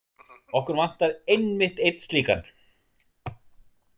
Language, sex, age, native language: Icelandic, male, 40-49, Icelandic